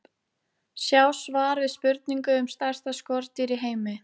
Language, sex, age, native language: Icelandic, female, 18-19, Icelandic